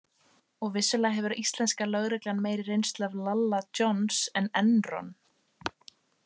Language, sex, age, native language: Icelandic, female, 18-19, Icelandic